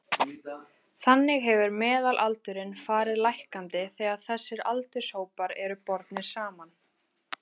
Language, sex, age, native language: Icelandic, female, 20-29, Icelandic